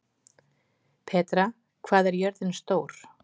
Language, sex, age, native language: Icelandic, female, 40-49, Icelandic